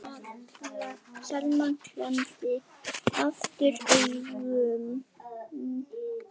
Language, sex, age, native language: Icelandic, male, 8, Icelandic